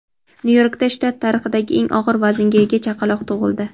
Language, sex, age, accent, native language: Uzbek, female, 18-24, Toshkent shahri, Uzbek